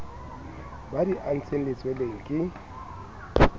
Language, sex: Southern Sotho, male